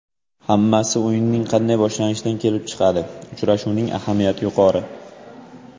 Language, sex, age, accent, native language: Uzbek, male, 18-24, Jizzax, Uzbek